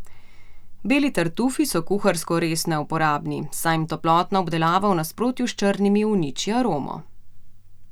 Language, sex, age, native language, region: Slovenian, female, 30-49, Slovenian, Central Slovenia